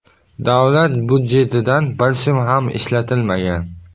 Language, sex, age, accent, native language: Uzbek, male, 18-24, Buxoro, Uzbek